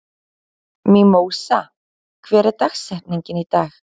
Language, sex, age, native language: Icelandic, female, 20-29, Icelandic